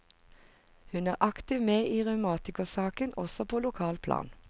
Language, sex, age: Norwegian, female, 45